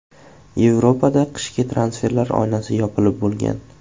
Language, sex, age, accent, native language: Uzbek, male, 18-24, Jizzax, Uzbek